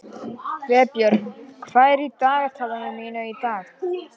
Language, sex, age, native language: Icelandic, male, 11, Icelandic